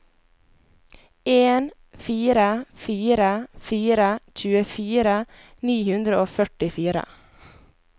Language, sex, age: Norwegian, female, 21